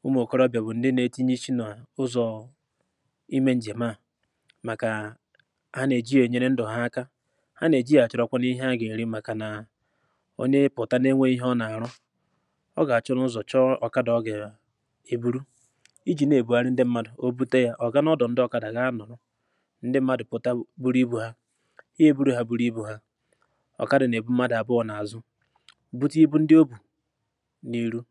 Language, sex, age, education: Igbo, male, 15-29, tertiary